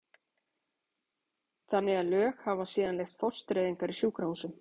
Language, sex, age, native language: Icelandic, female, 40-49, Icelandic